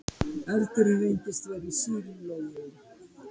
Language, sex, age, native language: Icelandic, female, 50-59, Icelandic